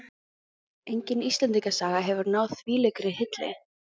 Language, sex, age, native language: Icelandic, female, 15, Icelandic